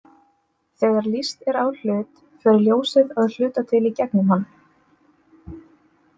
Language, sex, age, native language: Icelandic, female, 30-39, Icelandic